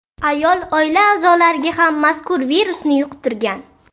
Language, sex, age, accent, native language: Uzbek, female, 12-17, Buxoro, Uzbek